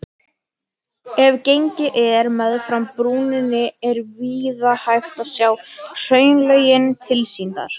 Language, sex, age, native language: Icelandic, female, 18-19, Icelandic